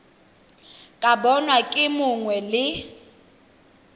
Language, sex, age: Tswana, female, 23